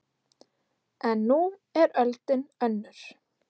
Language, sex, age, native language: Icelandic, female, 30-39, Icelandic